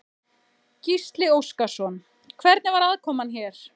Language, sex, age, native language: Icelandic, female, 30-39, Icelandic